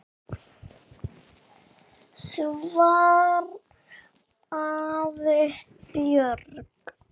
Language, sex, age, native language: Icelandic, male, 6, Icelandic